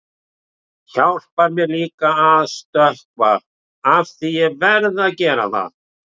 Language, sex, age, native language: Icelandic, male, 40-49, Icelandic